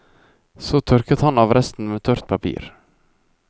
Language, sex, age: Norwegian, male, 24